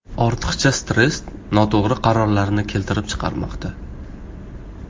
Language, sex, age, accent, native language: Uzbek, male, 18-24, Farg'ona, Uzbek